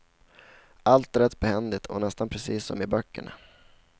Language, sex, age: Swedish, male, 16